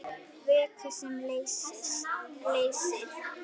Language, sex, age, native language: Icelandic, female, 10, Icelandic